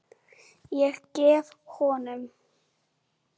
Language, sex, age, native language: Icelandic, female, 7, Icelandic